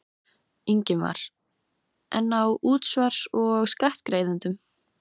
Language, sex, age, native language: Icelandic, female, 15, Icelandic